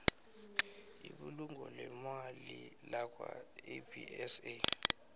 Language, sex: South Ndebele, male